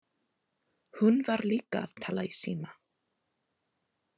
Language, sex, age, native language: Icelandic, female, 20-29, English